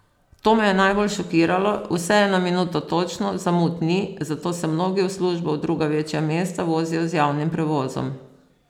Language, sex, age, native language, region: Slovenian, female, 50-59, Slovenian, Posavska region